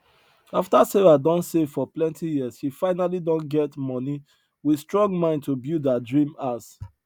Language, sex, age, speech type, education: Nigerian Pidgin, male, 30-45, spontaneous, tertiary